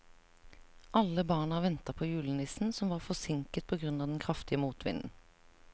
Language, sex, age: Norwegian, female, 37